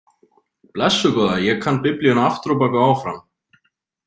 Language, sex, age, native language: Icelandic, male, 30-39, Icelandic